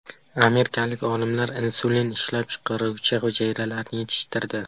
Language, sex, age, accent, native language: Uzbek, male, 12-17, Qashqadaryo, Uzbek